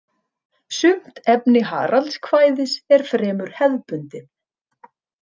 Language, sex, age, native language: Icelandic, female, 30-39, Icelandic